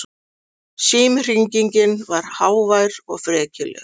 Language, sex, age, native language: Icelandic, female, 40-49, Icelandic